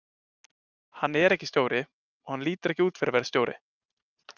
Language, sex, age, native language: Icelandic, male, 20-29, Icelandic